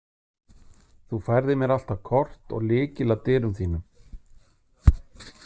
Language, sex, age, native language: Icelandic, male, 50-59, Icelandic